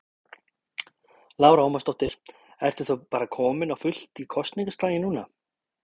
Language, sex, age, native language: Icelandic, male, 30-39, Icelandic